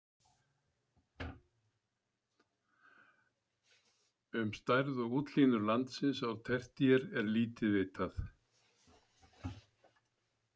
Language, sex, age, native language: Icelandic, male, 70-79, Icelandic